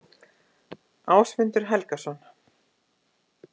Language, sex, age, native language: Icelandic, female, 50-59, Icelandic